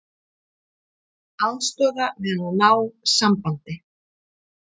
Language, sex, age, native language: Icelandic, female, 50-59, Icelandic